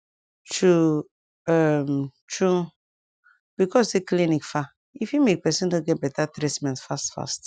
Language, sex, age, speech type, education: Nigerian Pidgin, female, 15-29, spontaneous, tertiary